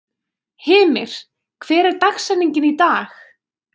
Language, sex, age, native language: Icelandic, female, 20-29, Icelandic